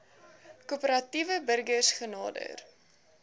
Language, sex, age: Afrikaans, female, 19